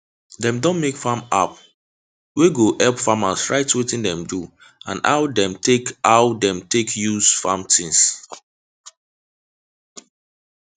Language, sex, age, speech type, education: Nigerian Pidgin, male, 15-29, spontaneous, tertiary